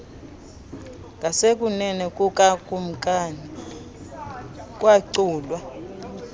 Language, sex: Xhosa, female